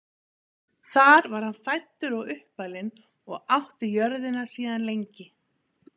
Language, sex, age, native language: Icelandic, female, 50-59, Icelandic